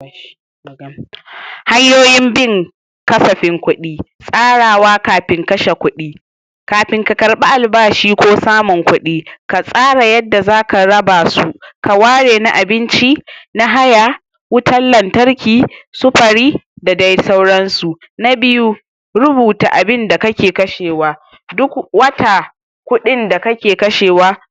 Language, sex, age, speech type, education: Hausa, male, 46-60, spontaneous, tertiary